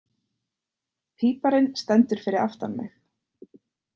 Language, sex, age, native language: Icelandic, female, 30-39, Icelandic